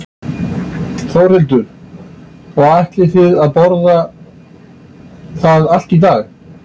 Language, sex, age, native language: Icelandic, male, 60-69, Icelandic